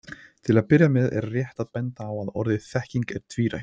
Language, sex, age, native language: Icelandic, male, 30-39, Icelandic